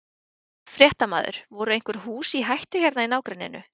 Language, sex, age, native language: Icelandic, female, 20-29, Icelandic